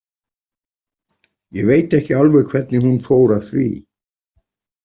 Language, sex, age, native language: Icelandic, male, 40-49, Icelandic